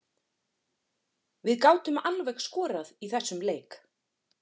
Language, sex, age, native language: Icelandic, female, 40-49, Icelandic